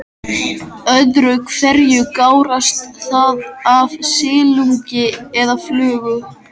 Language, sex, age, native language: Icelandic, male, 13, Icelandic